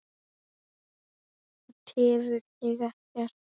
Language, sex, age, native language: Icelandic, male, 9, Icelandic